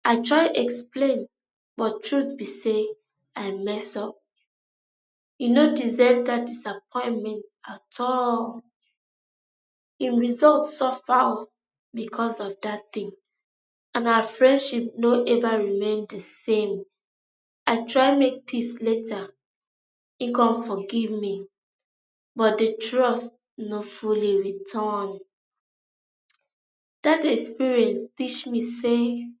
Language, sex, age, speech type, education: Nigerian Pidgin, female, 15-29, spontaneous, tertiary